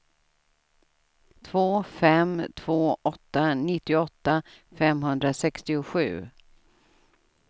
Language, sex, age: Swedish, female, 67